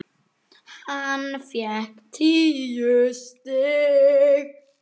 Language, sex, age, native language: Icelandic, male, 9, Icelandic